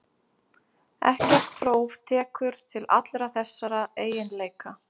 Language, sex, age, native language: Icelandic, female, 30-39, Icelandic